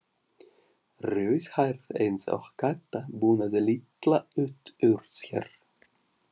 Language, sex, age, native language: Icelandic, male, 40-49, Russian